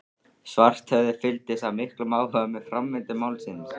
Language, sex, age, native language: Icelandic, male, 13, Icelandic